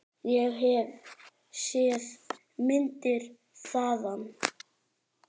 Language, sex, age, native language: Icelandic, male, 9, Icelandic